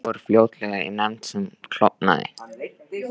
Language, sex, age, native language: Icelandic, male, 13, Icelandic